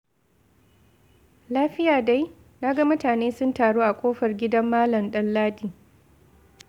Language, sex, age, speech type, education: Hausa, female, 15-29, read, secondary